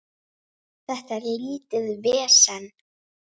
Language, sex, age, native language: Icelandic, female, 9, Icelandic